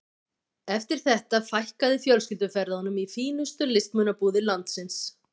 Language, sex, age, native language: Icelandic, female, 50-59, Icelandic